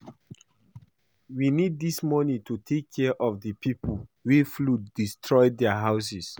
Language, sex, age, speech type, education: Nigerian Pidgin, male, 15-29, read, primary